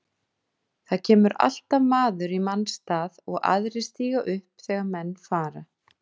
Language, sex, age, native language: Icelandic, female, 40-49, Icelandic